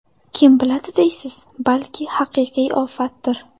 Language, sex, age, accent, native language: Uzbek, female, 18-24, Buxoro, Uzbek